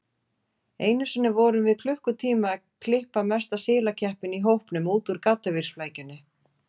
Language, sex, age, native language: Icelandic, female, 40-49, Icelandic